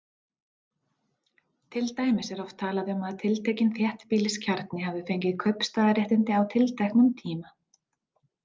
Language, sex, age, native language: Icelandic, female, 40-49, Icelandic